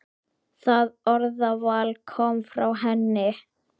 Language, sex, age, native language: Icelandic, male, 8, Icelandic